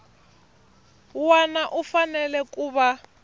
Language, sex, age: Tsonga, female, 25